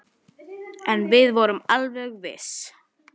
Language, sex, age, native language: Icelandic, female, 10, Icelandic